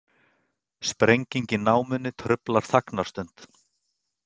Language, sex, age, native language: Icelandic, male, 30-39, Icelandic